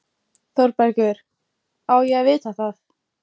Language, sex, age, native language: Icelandic, female, 14, Icelandic